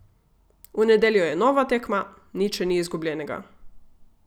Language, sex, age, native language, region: Slovenian, female, 18-29, Slovenian, Gorica region